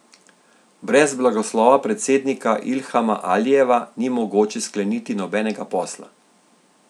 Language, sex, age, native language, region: Slovenian, male, 50-59, Slovenian, Central Slovenia